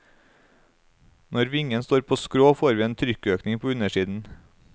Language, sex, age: Norwegian, male, 35